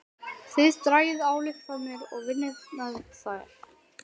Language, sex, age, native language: Icelandic, male, 12, Icelandic